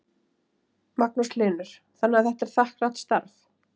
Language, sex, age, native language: Icelandic, female, 30-39, Icelandic